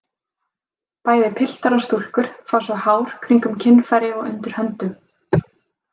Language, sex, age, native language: Icelandic, female, 20-29, Icelandic